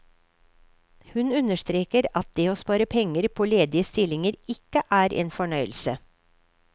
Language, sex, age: Norwegian, female, 53